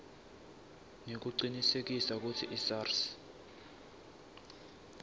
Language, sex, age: Swati, male, 19